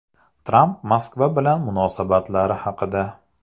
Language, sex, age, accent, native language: Uzbek, male, 35+, Andijon, Uzbek